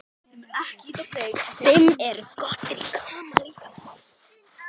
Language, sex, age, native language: Icelandic, male, 10, Icelandic